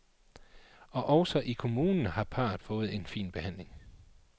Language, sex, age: Danish, male, 39